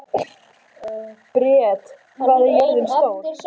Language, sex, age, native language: Icelandic, female, 12, Icelandic